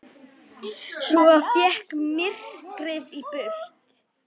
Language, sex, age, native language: Icelandic, female, 9, Icelandic